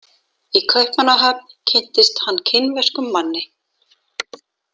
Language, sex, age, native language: Icelandic, female, 40-49, Icelandic